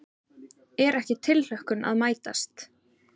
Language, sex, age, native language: Icelandic, female, 30-39, Icelandic